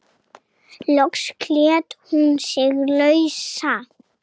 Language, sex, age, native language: Icelandic, female, 7, Icelandic